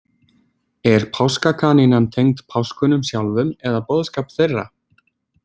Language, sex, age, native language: Icelandic, male, 20-29, Icelandic